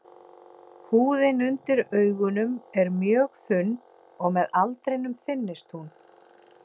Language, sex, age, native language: Icelandic, female, 40-49, Icelandic